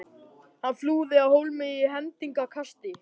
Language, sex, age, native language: Icelandic, male, 13, Icelandic